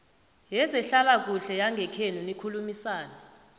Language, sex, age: South Ndebele, female, 29